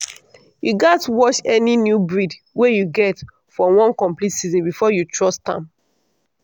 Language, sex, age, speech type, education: Nigerian Pidgin, female, 15-29, spontaneous, tertiary